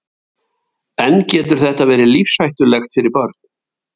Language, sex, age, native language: Icelandic, male, 70-79, Icelandic